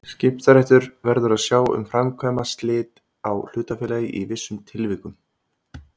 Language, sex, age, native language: Icelandic, male, 30-39, Icelandic